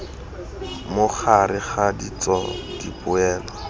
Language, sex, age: Tswana, male, 23